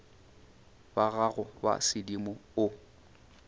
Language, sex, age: Northern Sotho, male, 29